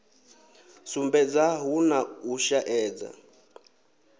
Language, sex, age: Venda, male, 23